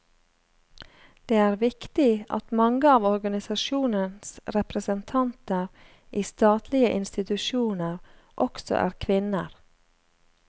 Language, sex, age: Norwegian, female, 35